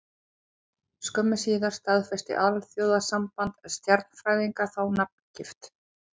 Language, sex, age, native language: Icelandic, female, 40-49, Icelandic